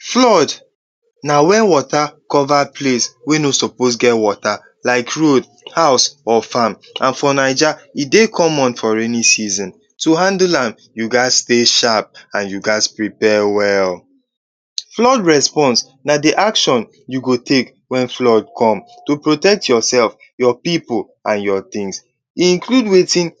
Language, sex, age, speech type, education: Nigerian Pidgin, male, 15-29, spontaneous, tertiary